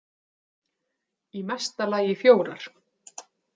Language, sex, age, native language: Icelandic, female, 30-39, Icelandic